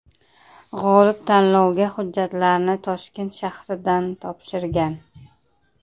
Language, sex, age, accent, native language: Uzbek, female, 30-39, Qashqadaryo, Uzbek